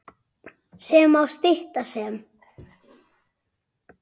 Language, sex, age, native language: Icelandic, male, 7, Icelandic